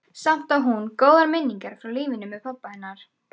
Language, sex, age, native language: Icelandic, female, 12, Icelandic